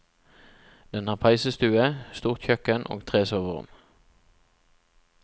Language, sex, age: Norwegian, male, 36